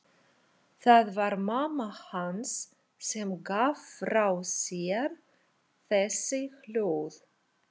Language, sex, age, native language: Icelandic, female, 40-49, Russian